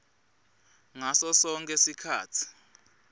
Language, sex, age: Swati, male, 20